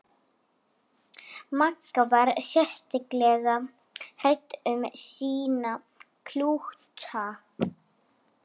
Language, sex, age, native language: Icelandic, female, 11, Icelandic